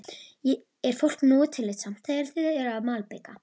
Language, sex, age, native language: Icelandic, female, 12, Icelandic